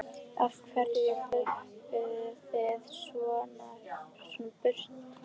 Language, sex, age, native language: Icelandic, female, 11, Icelandic